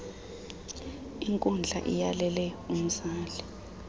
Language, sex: Xhosa, female